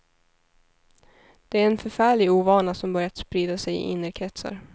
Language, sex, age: Swedish, female, 23